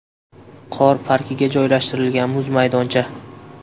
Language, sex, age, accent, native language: Uzbek, male, 18-24, Qashqadaryo, Uzbek